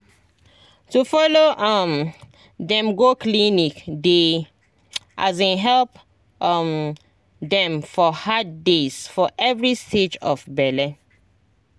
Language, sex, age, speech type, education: Nigerian Pidgin, female, 30-45, spontaneous, tertiary